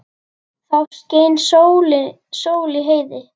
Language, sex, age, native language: Icelandic, female, 10, Icelandic